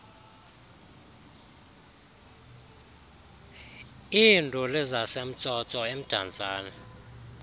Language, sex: Xhosa, male